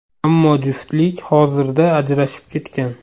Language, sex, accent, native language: Uzbek, male, Farg'ona, Uzbek